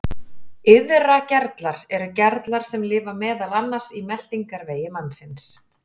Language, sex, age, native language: Icelandic, female, 40-49, Icelandic